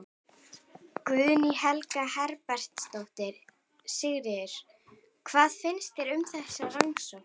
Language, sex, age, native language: Icelandic, female, 11, Icelandic